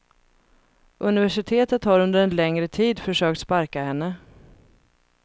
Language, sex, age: Swedish, female, 31